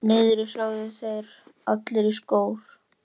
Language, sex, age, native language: Icelandic, male, 13, Icelandic